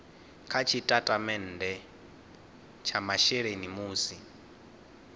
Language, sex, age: Venda, male, 19